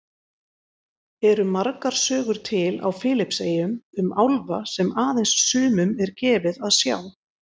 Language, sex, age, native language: Icelandic, female, 30-39, Icelandic